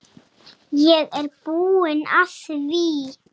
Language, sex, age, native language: Icelandic, female, 7, Icelandic